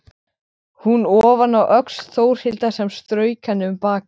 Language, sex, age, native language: Icelandic, male, 13, Icelandic